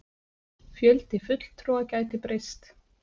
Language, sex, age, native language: Icelandic, female, 30-39, Icelandic